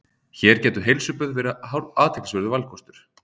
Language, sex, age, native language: Icelandic, male, 30-39, Icelandic